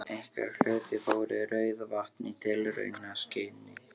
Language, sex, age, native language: Icelandic, male, 13, Icelandic